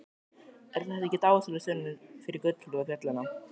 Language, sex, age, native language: Icelandic, male, 12, Icelandic